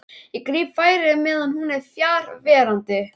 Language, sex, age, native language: Icelandic, male, 11, Icelandic